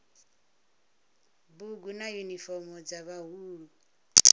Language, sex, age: Venda, female, 39